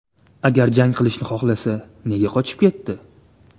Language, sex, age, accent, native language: Uzbek, male, 18-24, Namangan, Uzbek